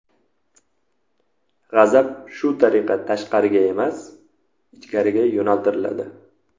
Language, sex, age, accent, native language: Uzbek, male, 25-34, Toshkent shahri, Uzbek